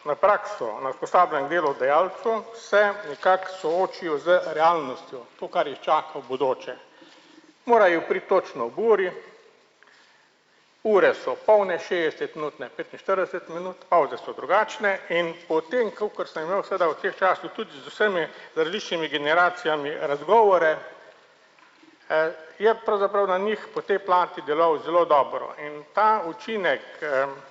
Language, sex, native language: Slovenian, male, Slovenian